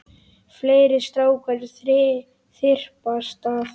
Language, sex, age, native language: Icelandic, male, 10, Icelandic